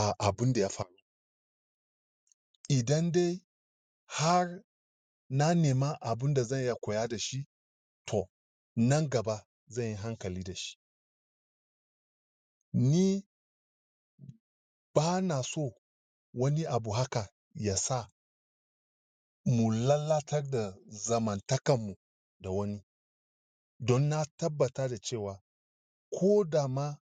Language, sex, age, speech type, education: Hausa, male, 30-45, spontaneous, tertiary